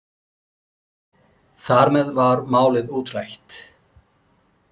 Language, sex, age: Icelandic, male, 40-49